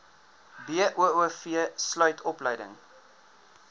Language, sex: Afrikaans, male